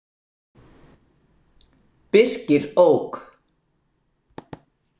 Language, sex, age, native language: Icelandic, female, 60-69, Icelandic